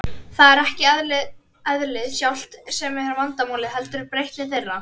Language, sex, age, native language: Icelandic, female, 30-39, Icelandic